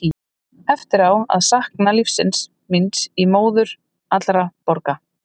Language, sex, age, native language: Icelandic, female, 30-39, Icelandic